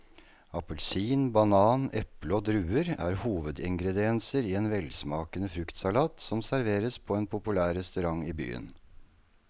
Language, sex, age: Norwegian, male, 48